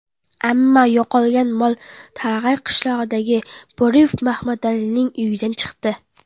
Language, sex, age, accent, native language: Uzbek, female, under 19, Qoraqalpog'iston, Karakalpak